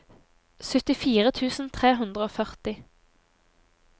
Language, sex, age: Norwegian, female, 23